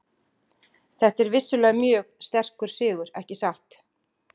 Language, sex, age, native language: Icelandic, female, 40-49, Icelandic